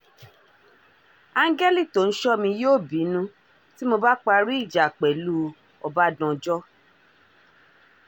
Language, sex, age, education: Yoruba, female, 30-45, tertiary